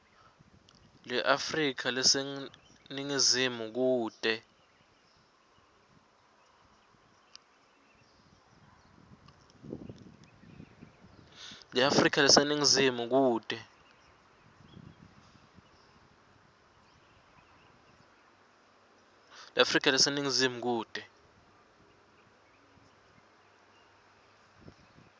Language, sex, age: Swati, male, 21